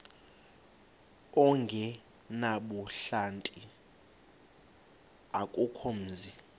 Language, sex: Xhosa, male